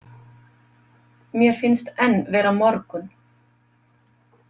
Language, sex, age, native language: Icelandic, female, 50-59, Icelandic